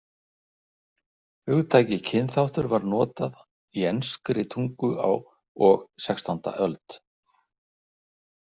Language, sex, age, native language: Icelandic, male, 60-69, Icelandic